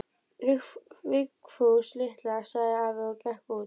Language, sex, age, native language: Icelandic, female, 12, Icelandic